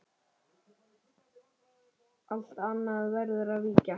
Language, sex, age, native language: Icelandic, male, 9, Icelandic